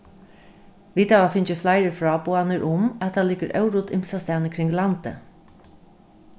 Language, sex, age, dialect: Faroese, female, 36-60, Norðurstreymoy/Eysturoy